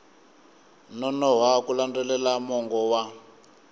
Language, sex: Tsonga, male